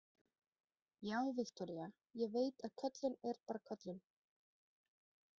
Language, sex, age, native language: Icelandic, female, 30-39, Danish